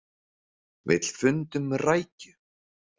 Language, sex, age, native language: Icelandic, male, 40-49, Icelandic